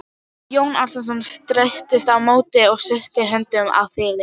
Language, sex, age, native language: Icelandic, female, 12, Icelandic